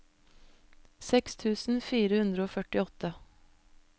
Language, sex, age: Norwegian, female, 25